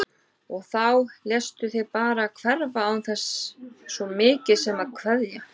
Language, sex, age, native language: Icelandic, female, 30-39, Icelandic